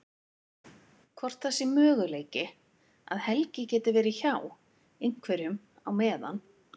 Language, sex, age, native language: Icelandic, female, 50-59, Icelandic